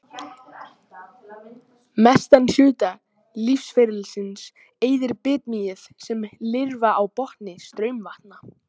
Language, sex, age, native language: Icelandic, male, 18-19, Icelandic